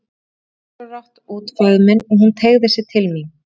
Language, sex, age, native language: Icelandic, female, 30-39, Icelandic